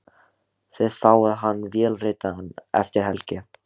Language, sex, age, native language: Icelandic, male, 16, Icelandic